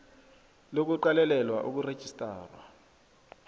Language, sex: South Ndebele, male